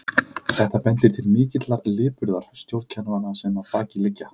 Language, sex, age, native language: Icelandic, male, 30-39, Icelandic